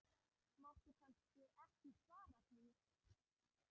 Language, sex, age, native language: Icelandic, male, 10, Icelandic